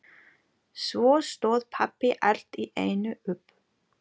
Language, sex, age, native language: Icelandic, female, 40-49, German